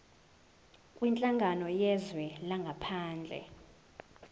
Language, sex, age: Zulu, female, 18